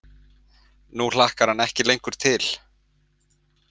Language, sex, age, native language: Icelandic, male, 20-29, Icelandic